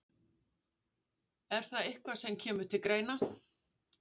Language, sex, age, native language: Icelandic, female, 50-59, Icelandic